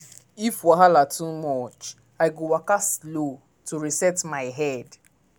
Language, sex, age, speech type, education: Nigerian Pidgin, male, 15-29, spontaneous, tertiary